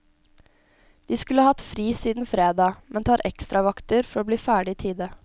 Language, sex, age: Norwegian, female, 17